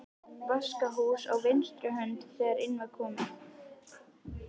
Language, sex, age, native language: Icelandic, female, 11, Icelandic